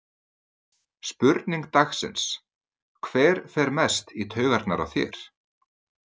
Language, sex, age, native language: Icelandic, male, 30-39, Icelandic